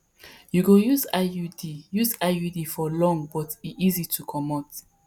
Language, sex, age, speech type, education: Nigerian Pidgin, female, 30-45, spontaneous, tertiary